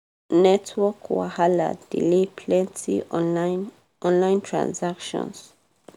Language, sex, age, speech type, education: Nigerian Pidgin, female, 15-29, spontaneous, tertiary